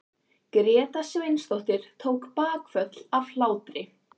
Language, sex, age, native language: Icelandic, female, 14, Icelandic